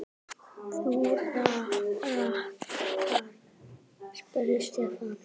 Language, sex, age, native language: Icelandic, female, 7, Icelandic